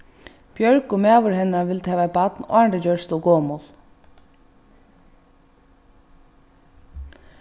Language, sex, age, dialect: Faroese, female, 15-35, Vágar